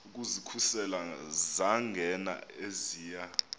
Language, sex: Xhosa, male